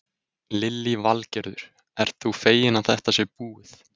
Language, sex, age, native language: Icelandic, male, 20-29, Icelandic